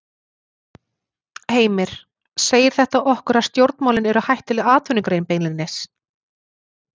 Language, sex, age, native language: Icelandic, female, 40-49, Icelandic